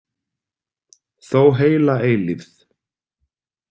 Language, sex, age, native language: Icelandic, male, 30-39, Icelandic